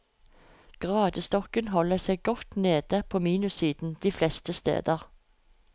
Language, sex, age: Norwegian, female, 45